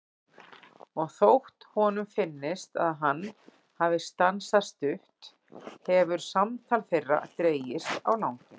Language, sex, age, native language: Icelandic, female, 40-49, Icelandic